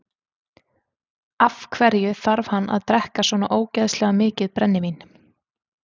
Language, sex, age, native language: Icelandic, female, 30-39, Icelandic